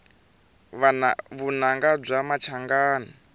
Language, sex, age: Tsonga, male, 23